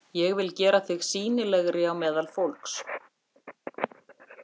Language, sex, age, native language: Icelandic, female, 50-59, Icelandic